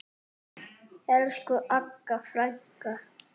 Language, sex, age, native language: Icelandic, male, 8, French